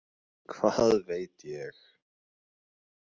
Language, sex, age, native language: Icelandic, male, 20-29, Icelandic